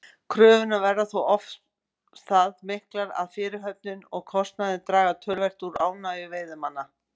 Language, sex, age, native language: Icelandic, female, 50-59, Icelandic